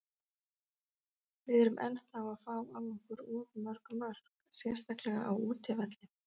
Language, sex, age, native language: Icelandic, female, 40-49, Icelandic